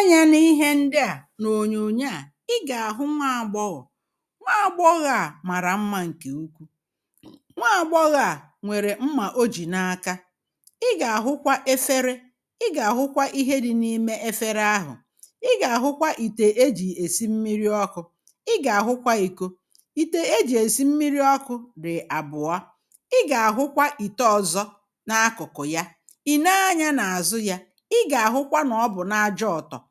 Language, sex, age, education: Igbo, female, 30-45, primary